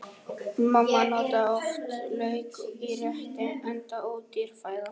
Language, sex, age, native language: Icelandic, male, 11, Icelandic